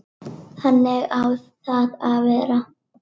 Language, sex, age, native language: Icelandic, female, 8, Icelandic